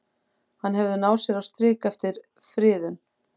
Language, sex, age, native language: Icelandic, female, 40-49, Icelandic